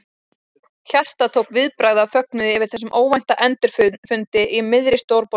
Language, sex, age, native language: Icelandic, female, 20-29, Icelandic